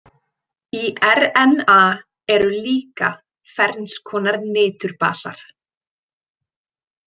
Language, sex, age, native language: Icelandic, female, 20-29, Icelandic